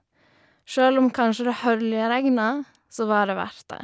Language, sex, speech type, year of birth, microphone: Norwegian, female, spontaneous, 1990, Shure